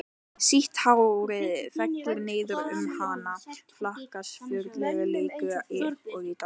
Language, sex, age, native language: Icelandic, female, 18-19, Icelandic